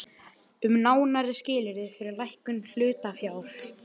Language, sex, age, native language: Icelandic, male, 11, Icelandic